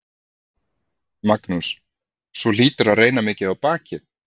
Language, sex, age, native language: Icelandic, male, 30-39, Icelandic